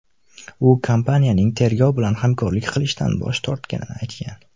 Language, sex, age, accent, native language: Uzbek, male, 19-29, Namangan, Uzbek